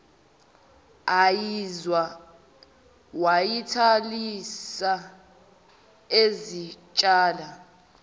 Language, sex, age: Zulu, male, 18